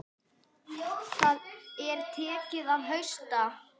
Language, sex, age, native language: Icelandic, female, 8, Icelandic